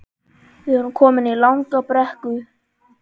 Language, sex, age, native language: Icelandic, male, 11, Icelandic